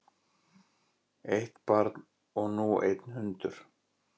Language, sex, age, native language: Icelandic, male, 40-49, Icelandic